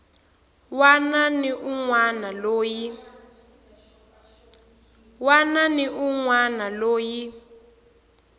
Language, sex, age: Tsonga, female, 18